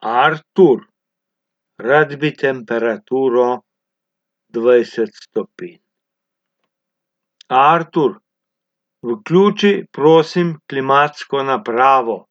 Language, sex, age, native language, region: Slovenian, male, 60+, Slovenian, Abroad